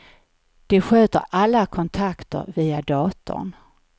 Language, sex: Swedish, female